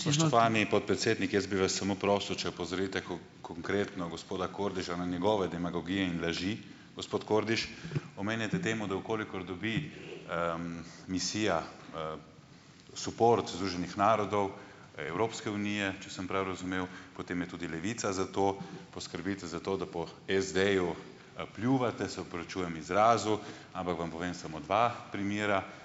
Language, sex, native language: Slovenian, male, Slovenian